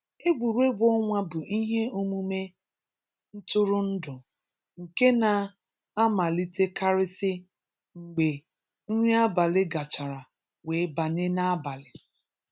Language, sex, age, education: Igbo, female, 30-45, tertiary